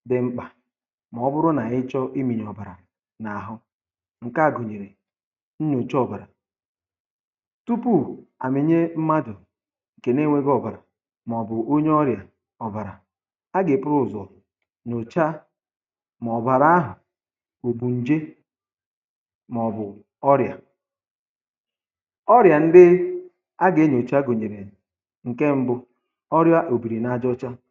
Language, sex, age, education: Igbo, male, 30-45, tertiary